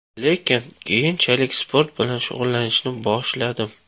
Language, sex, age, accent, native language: Uzbek, male, 25-34, Toshkent shahri, Uzbek